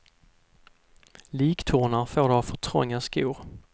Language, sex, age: Swedish, male, 32